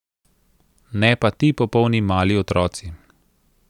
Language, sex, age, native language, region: Slovenian, male, 30-49, Slovenian, Central Slovenia